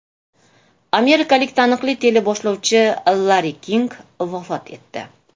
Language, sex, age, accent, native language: Uzbek, female, 35+, Toshkent shahri, Uzbek